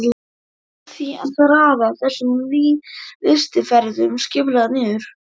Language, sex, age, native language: Icelandic, male, 12, Icelandic